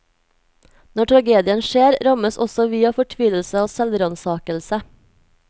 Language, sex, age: Norwegian, female, 24